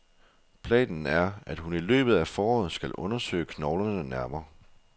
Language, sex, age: Danish, male, 24